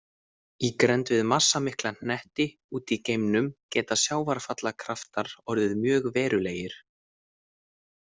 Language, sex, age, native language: Icelandic, male, 18-19, Icelandic